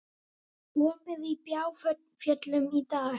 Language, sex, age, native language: Icelandic, female, 18-19, Icelandic